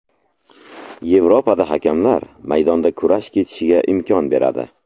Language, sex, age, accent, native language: Uzbek, male, 25-34, Samarqand, Uzbek